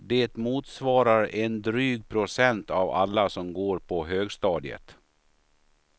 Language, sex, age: Swedish, male, 53